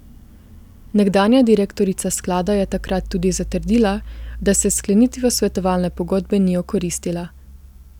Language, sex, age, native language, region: Slovenian, female, 18-29, Slovenian, Gorica region